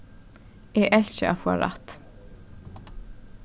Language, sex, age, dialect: Faroese, female, 15-35, Suðurstreymoy